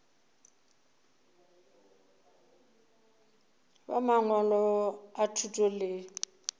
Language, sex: Northern Sotho, female